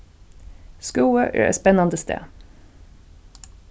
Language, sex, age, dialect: Faroese, female, 15-35, Suðurstreymoy